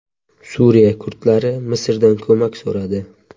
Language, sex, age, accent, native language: Uzbek, male, 12-17, Surxondaryo, Uzbek